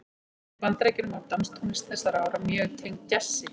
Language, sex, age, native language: Icelandic, female, 40-49, Icelandic